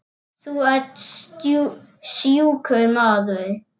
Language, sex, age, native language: Icelandic, male, 7, Icelandic